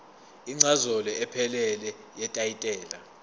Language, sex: Zulu, male